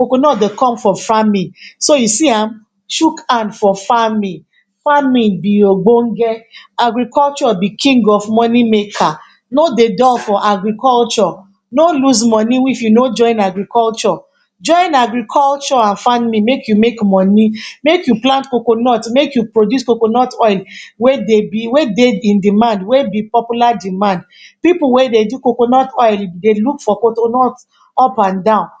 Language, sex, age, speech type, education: Nigerian Pidgin, female, 46-60, spontaneous, tertiary